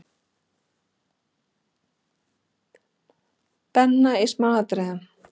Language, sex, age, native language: Icelandic, female, 40-49, Icelandic